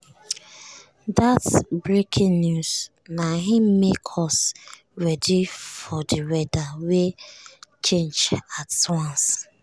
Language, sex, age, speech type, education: Nigerian Pidgin, female, 30-45, spontaneous, tertiary